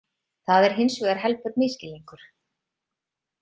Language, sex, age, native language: Icelandic, female, 30-39, Icelandic